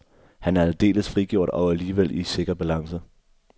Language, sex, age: Danish, male, 24